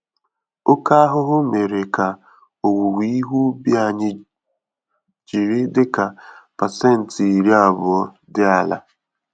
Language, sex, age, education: Igbo, male, 15-29, tertiary